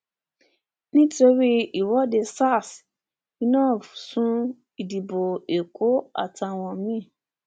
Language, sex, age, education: Yoruba, female, 15-29, tertiary